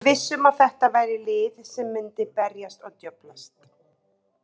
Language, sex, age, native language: Icelandic, female, 30-39, Icelandic